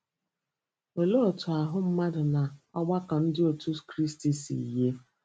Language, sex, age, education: Igbo, female, 30-45, tertiary